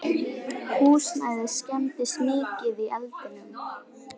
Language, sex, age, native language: Icelandic, female, 18-19, Icelandic